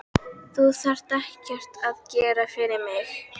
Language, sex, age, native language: Icelandic, female, 12, Icelandic